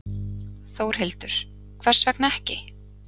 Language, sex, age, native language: Icelandic, female, 30-39, Icelandic